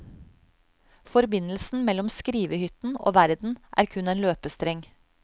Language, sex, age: Norwegian, female, 35